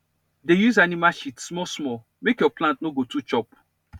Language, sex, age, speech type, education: Nigerian Pidgin, male, 15-29, spontaneous, tertiary